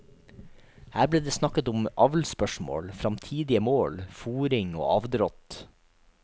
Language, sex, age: Norwegian, male, 43